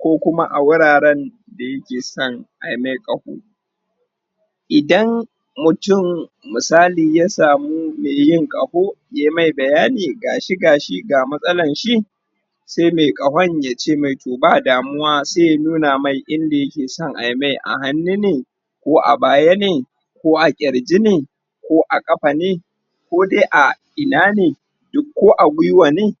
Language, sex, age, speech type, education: Hausa, male, 30-45, spontaneous, tertiary